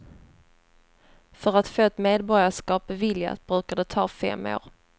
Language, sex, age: Swedish, female, 30